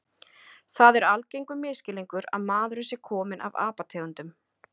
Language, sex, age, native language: Icelandic, female, 30-39, Icelandic